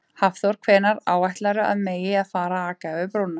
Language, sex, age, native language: Icelandic, female, 30-39, Icelandic